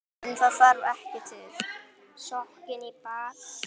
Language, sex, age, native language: Icelandic, female, 10, Icelandic